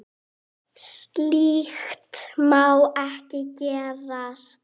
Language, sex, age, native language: Icelandic, female, 8, Icelandic